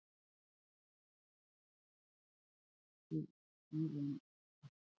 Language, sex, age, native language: Icelandic, female, 50-59, Icelandic